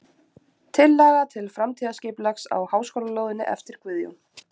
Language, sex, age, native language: Icelandic, female, 20-29, Icelandic